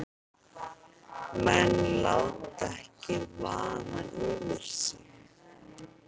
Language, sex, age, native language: Icelandic, female, 40-49, Icelandic